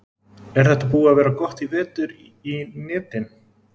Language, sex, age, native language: Icelandic, male, 20-29, Icelandic